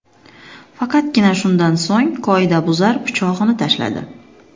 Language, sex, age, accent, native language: Uzbek, female, 25-34, Xorazm, Uzbek